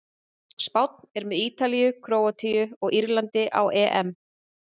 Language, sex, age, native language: Icelandic, female, 30-39, Icelandic